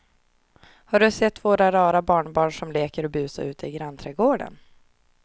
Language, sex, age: Swedish, female, 24